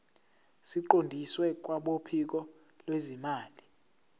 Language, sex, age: Zulu, male, 17